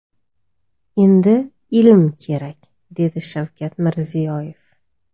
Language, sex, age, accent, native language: Uzbek, female, 35+, Toshkent viloyati, Uzbek